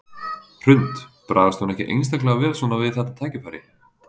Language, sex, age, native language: Icelandic, male, 30-39, Icelandic